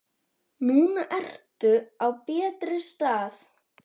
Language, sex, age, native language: Icelandic, male, 10, Icelandic